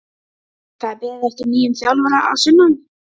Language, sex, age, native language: Icelandic, female, 12, Icelandic